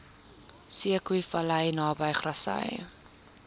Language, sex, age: Afrikaans, female, 22